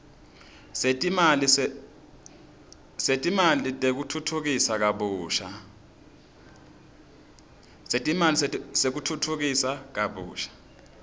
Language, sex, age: Swati, male, 26